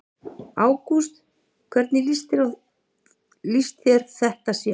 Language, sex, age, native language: Icelandic, female, 50-59, Icelandic